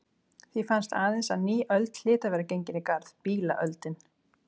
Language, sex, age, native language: Icelandic, female, 30-39, Icelandic